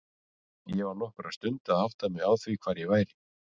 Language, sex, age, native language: Icelandic, male, 40-49, Icelandic